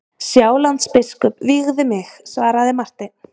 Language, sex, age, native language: Icelandic, female, 30-39, Icelandic